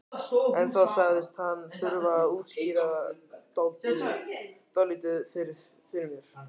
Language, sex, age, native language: Icelandic, male, 14, Icelandic